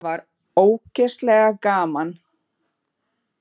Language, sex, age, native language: Icelandic, female, 40-49, Portuguese